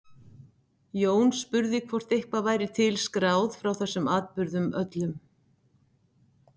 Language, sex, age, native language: Icelandic, female, 60-69, Icelandic